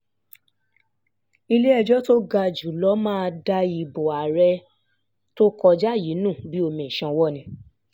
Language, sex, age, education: Yoruba, female, 15-29, tertiary